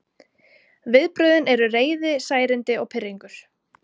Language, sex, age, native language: Icelandic, female, 30-39, Icelandic